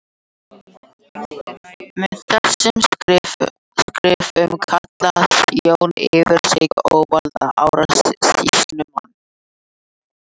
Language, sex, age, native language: Icelandic, other, 18-19, Icelandic